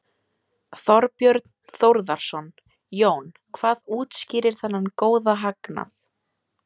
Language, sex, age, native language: Icelandic, female, 18-19, Icelandic